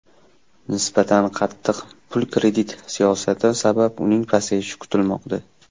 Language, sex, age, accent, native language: Uzbek, male, 19-29, Toshkent shahri, Uzbek